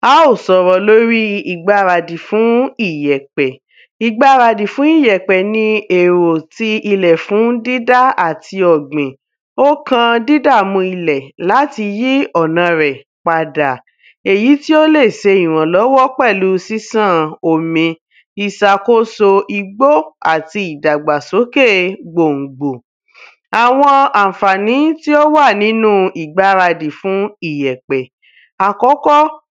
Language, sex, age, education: Yoruba, female, 15-29, tertiary